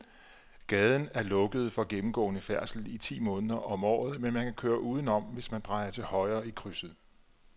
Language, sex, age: Danish, male, 34